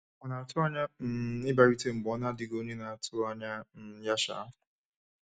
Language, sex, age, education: Igbo, male, 15-29, tertiary